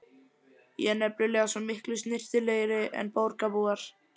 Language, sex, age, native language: Icelandic, male, 11, Icelandic